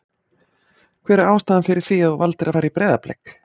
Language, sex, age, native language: Icelandic, female, 40-49, Icelandic